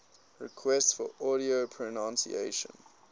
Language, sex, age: English, male, 19